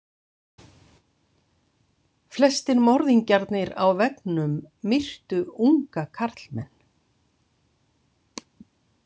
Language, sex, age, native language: Icelandic, female, 60-69, Icelandic